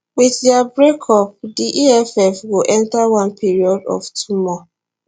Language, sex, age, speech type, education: Nigerian Pidgin, female, 15-29, spontaneous, tertiary